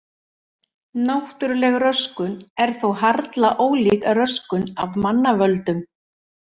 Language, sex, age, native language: Icelandic, male, 40-49, Icelandic